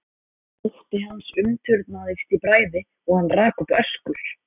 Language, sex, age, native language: Icelandic, male, 14, Icelandic